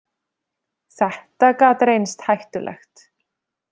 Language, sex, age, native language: Icelandic, female, 30-39, Icelandic